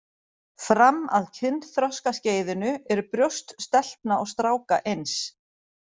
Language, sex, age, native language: Icelandic, female, 40-49, Icelandic